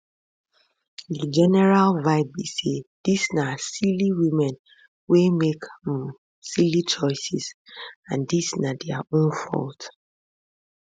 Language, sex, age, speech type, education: Nigerian Pidgin, female, 15-29, spontaneous, tertiary